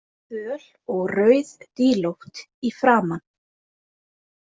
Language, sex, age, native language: Icelandic, female, 20-29, Icelandic